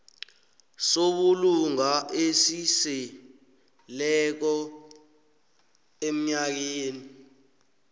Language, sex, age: South Ndebele, male, 19